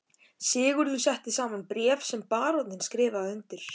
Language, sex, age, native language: Icelandic, male, 13, Icelandic